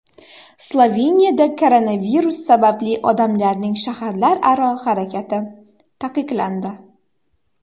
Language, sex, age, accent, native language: Uzbek, female, 18-24, Xorazm, Uzbek